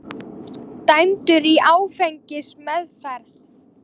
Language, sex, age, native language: Icelandic, female, 18-19, Icelandic